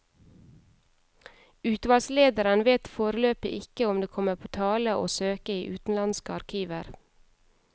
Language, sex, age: Norwegian, female, 31